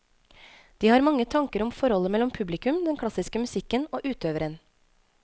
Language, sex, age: Norwegian, female, 25